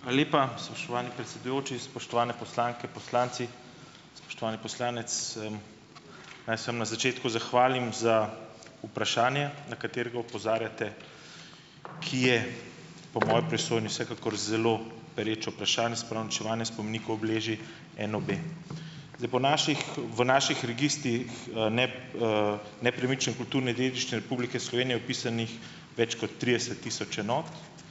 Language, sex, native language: Slovenian, male, Slovenian